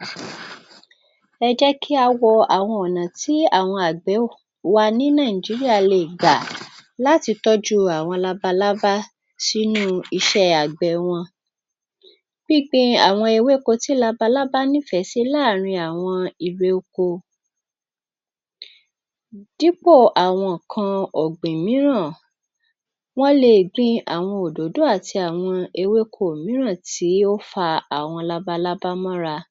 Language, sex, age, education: Yoruba, female, 46-60, tertiary